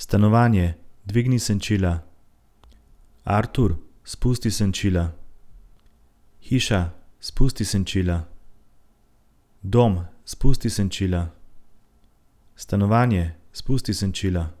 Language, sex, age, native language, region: Slovenian, male, 30-49, Slovenian, Central Slovenia